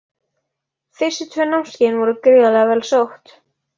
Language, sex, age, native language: Icelandic, female, 40-49, Icelandic